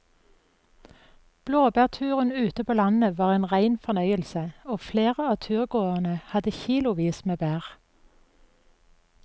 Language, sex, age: Norwegian, female, 44